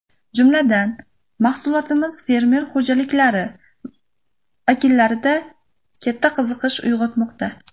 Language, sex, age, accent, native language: Uzbek, female, 18-24, Namangan, Uzbek